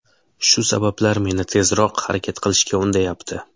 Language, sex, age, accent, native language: Uzbek, male, 18-24, Samarqand, Uzbek